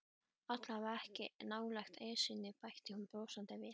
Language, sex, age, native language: Icelandic, female, 12, Icelandic